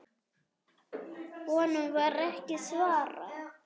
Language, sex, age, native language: Icelandic, female, 7, Icelandic